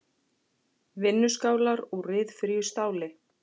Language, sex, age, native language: Icelandic, female, 40-49, Icelandic